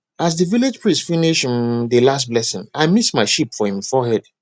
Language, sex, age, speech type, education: Nigerian Pidgin, male, 30-45, spontaneous, tertiary